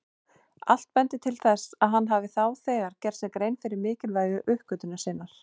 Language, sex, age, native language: Icelandic, female, 40-49, Icelandic